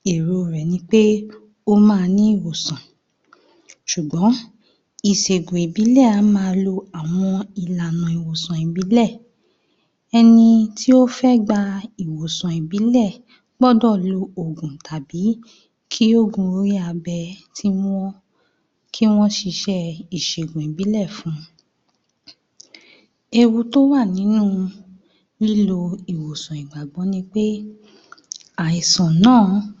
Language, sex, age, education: Yoruba, female, 30-45, tertiary